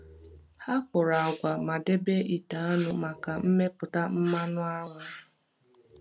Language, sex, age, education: Igbo, female, 15-29, tertiary